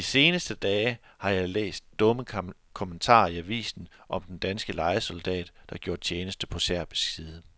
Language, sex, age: Danish, male, 42